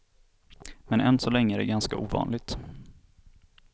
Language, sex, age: Swedish, male, 27